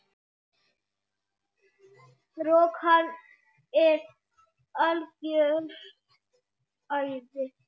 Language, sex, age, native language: Icelandic, female, 8, Icelandic